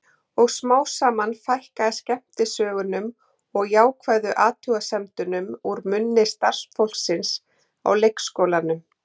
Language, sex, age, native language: Icelandic, female, 40-49, Icelandic